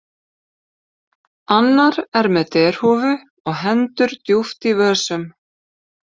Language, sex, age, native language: Icelandic, female, 50-59, Icelandic